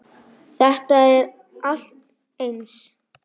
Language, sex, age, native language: Icelandic, female, 5, Icelandic